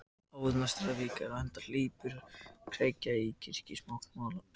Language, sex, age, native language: Icelandic, other, 60-69, Icelandic